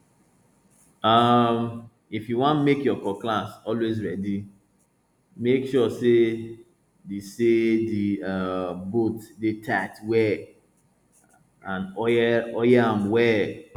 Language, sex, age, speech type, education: Nigerian Pidgin, male, 30-45, spontaneous, tertiary